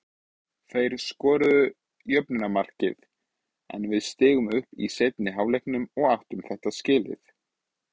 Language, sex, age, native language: Icelandic, male, 20-29, Icelandic